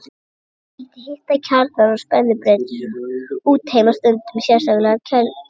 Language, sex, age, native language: Icelandic, male, 60-69, Icelandic